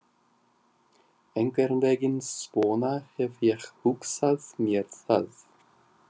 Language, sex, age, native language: Icelandic, male, 40-49, Russian